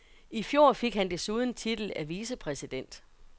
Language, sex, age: Danish, female, 42